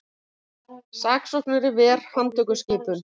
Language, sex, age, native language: Icelandic, female, 50-59, Icelandic